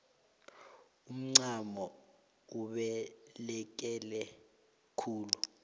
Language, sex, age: South Ndebele, male, 22